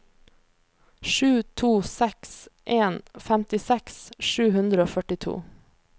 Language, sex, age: Norwegian, female, 26